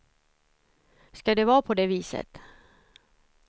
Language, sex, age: Swedish, female, 54